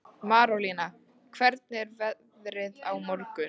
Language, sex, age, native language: Icelandic, female, 13, Icelandic